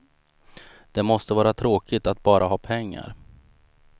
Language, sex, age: Swedish, male, 35